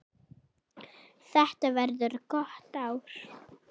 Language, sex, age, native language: Icelandic, female, 7, Icelandic